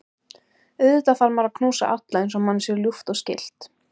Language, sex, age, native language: Icelandic, female, 18-19, Icelandic